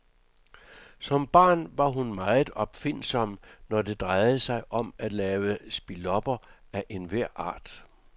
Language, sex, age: Danish, male, 66